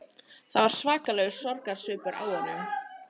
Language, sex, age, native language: Icelandic, female, 18-19, Icelandic